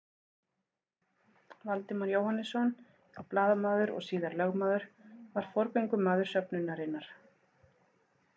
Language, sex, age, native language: Icelandic, female, 40-49, Icelandic